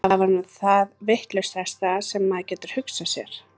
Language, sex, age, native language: Icelandic, female, 30-39, Icelandic